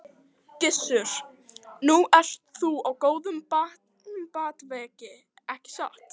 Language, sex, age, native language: Icelandic, female, 12, Icelandic